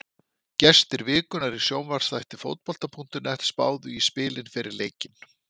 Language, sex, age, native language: Icelandic, male, 50-59, Icelandic